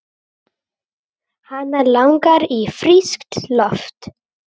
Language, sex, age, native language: Icelandic, male, 8, Icelandic